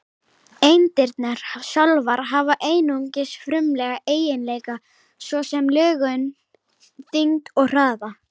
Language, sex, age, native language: Icelandic, female, 18-19, Icelandic